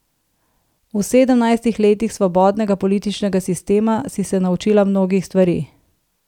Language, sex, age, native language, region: Slovenian, female, 30-49, Slovenian, Southeast Slovenia